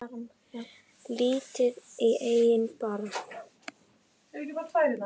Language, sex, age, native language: Icelandic, female, 10, Icelandic